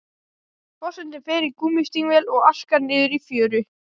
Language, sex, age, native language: Icelandic, male, 12, Icelandic